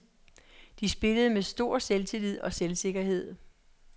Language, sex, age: Danish, female, 66